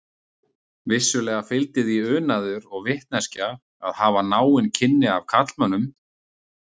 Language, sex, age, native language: Icelandic, male, 30-39, Icelandic